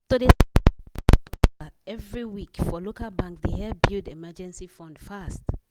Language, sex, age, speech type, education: Nigerian Pidgin, female, 15-29, spontaneous, tertiary